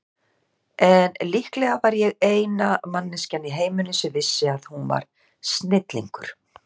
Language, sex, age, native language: Icelandic, female, 60-69, Icelandic